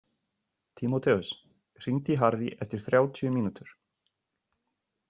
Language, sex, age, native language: Icelandic, male, 30-39, Icelandic